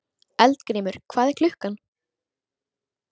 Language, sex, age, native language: Icelandic, female, 13, Icelandic